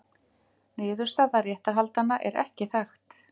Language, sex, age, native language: Icelandic, female, 50-59, Icelandic